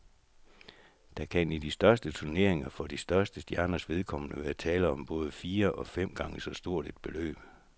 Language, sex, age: Danish, male, 64